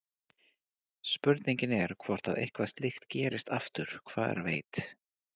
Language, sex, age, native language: Icelandic, male, 40-49, Icelandic